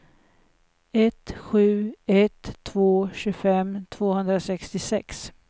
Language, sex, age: Swedish, female, 56